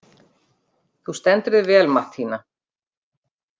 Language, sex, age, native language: Icelandic, female, 50-59, Icelandic